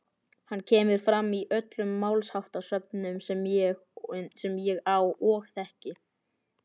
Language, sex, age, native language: Icelandic, male, 18-19, Icelandic